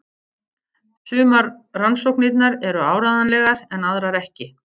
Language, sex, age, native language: Icelandic, female, 50-59, Icelandic